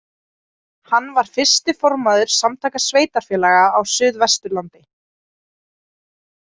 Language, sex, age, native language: Icelandic, female, 20-29, Icelandic